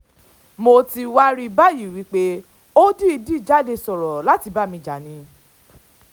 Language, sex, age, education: Yoruba, female, 15-29, tertiary